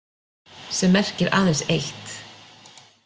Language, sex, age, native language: Icelandic, female, 40-49, Icelandic